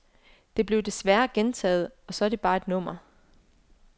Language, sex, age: Danish, female, 24